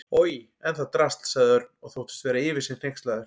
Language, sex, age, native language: Icelandic, male, 40-49, Icelandic